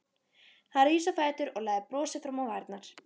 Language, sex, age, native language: Icelandic, female, 13, Icelandic